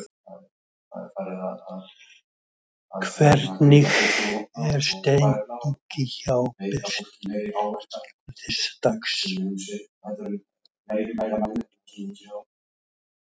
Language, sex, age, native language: Icelandic, male, 60-69, Icelandic